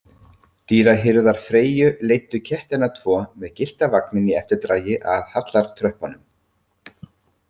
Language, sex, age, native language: Icelandic, male, 50-59, Icelandic